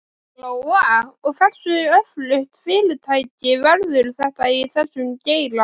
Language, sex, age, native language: Icelandic, female, 11, Icelandic